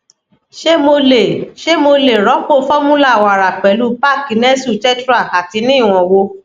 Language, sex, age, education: Yoruba, female, 60+, tertiary